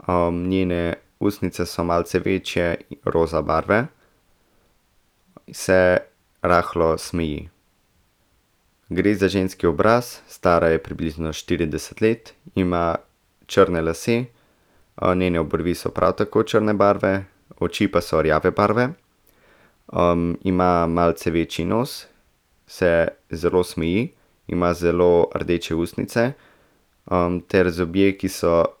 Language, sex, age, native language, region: Slovenian, male, 18-29, Slovenian, Central Slovenia